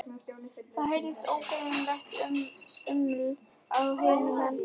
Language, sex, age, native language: Icelandic, female, 11, Icelandic